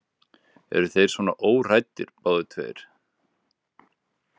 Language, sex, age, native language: Icelandic, male, 20-29, Icelandic